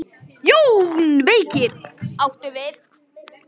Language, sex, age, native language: Icelandic, male, 10, Icelandic